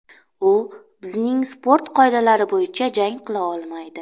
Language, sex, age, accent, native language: Uzbek, female, 25-34, Namangan, Uzbek